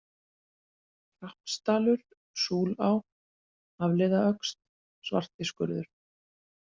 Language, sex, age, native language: Icelandic, female, 40-49, Icelandic